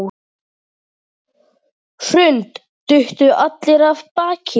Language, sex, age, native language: Icelandic, male, 7, Icelandic